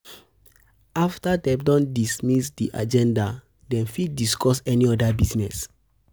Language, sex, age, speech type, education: Nigerian Pidgin, male, 15-29, spontaneous, tertiary